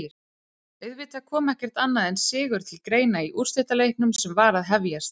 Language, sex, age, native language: Icelandic, female, 30-39, Icelandic